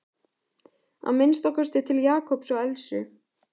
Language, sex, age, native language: Icelandic, female, 14, Icelandic